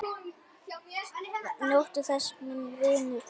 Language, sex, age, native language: Icelandic, male, 9, Icelandic